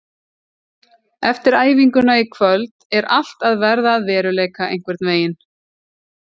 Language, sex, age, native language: Icelandic, female, 40-49, Icelandic